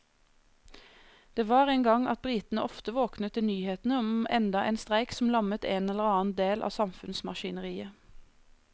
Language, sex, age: Norwegian, female, 26